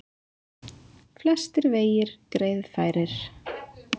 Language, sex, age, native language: Icelandic, female, 20-29, Icelandic